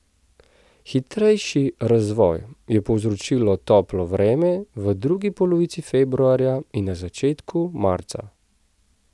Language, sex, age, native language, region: Slovenian, male, 30-49, Slovenian, Central Slovenia